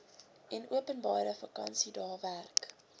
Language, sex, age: Afrikaans, female, 19